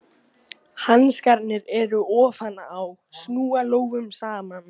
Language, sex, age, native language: Icelandic, male, 14, Icelandic